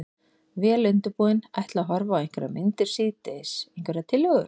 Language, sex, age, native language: Icelandic, female, 40-49, Icelandic